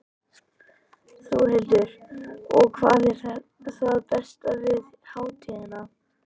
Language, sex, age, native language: Icelandic, male, 11, Icelandic